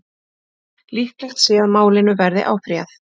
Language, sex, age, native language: Icelandic, female, 30-39, Icelandic